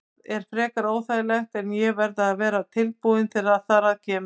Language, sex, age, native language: Icelandic, female, 50-59, Icelandic